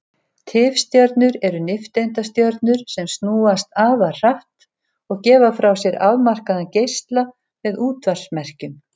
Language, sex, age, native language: Icelandic, female, 70-79, Icelandic